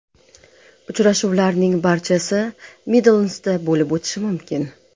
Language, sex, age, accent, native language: Uzbek, female, 35+, Namangan, Uzbek